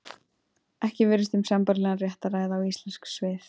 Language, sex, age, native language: Icelandic, female, 20-29, Icelandic